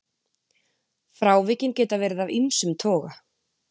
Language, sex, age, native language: Icelandic, female, 20-29, Icelandic